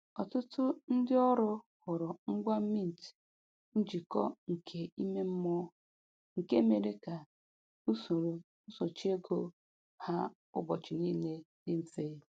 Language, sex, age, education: Igbo, female, 15-29, tertiary